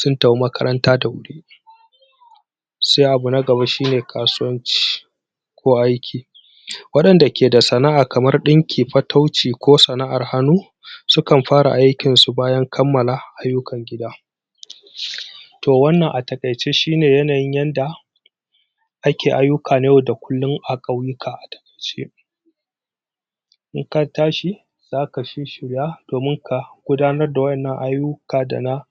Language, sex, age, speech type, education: Hausa, male, 30-45, spontaneous, tertiary